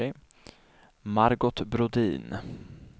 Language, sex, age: Swedish, male, 24